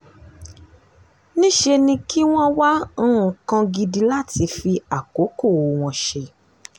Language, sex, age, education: Yoruba, female, 15-29, tertiary